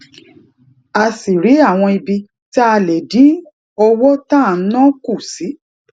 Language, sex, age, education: Yoruba, female, 30-45, tertiary